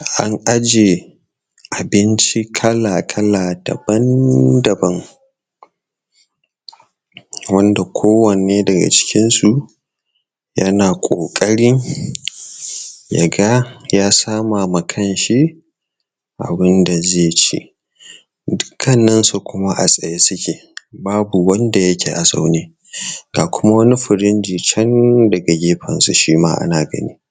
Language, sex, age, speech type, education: Hausa, male, 30-45, spontaneous, tertiary